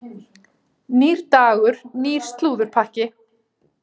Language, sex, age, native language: Icelandic, female, 40-49, Icelandic